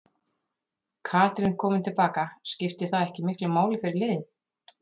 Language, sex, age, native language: Icelandic, female, 30-39, Icelandic